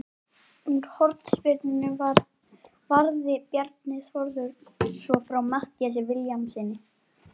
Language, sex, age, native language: Icelandic, female, 40-49, Icelandic